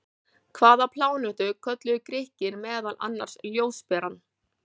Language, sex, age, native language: Icelandic, female, 40-49, Icelandic